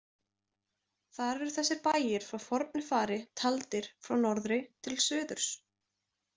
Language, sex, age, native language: Icelandic, female, 20-29, Icelandic